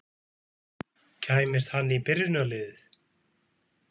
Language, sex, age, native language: Icelandic, male, 20-29, Icelandic